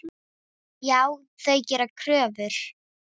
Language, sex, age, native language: Icelandic, female, 10, Icelandic